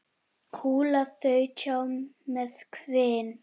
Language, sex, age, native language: Icelandic, female, 8, Icelandic